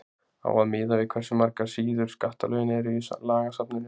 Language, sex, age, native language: Icelandic, male, 20-29, Icelandic